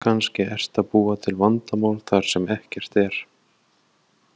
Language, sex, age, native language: Icelandic, male, 20-29, Icelandic